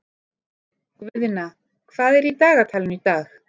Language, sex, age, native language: Icelandic, female, 30-39, Icelandic